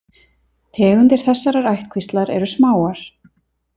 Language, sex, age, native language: Icelandic, female, 30-39, Icelandic